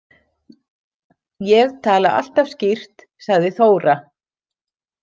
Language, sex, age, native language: Icelandic, female, 60-69, Icelandic